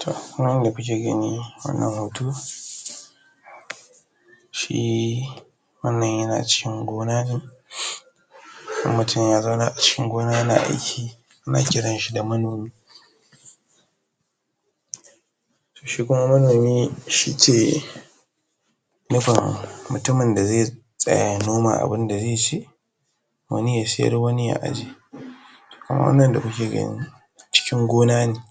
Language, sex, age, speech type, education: Hausa, male, 15-29, spontaneous, tertiary